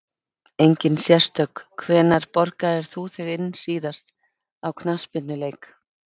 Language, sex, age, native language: Icelandic, female, 50-59, Icelandic